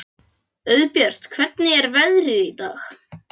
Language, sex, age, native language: Icelandic, other, 12, Icelandic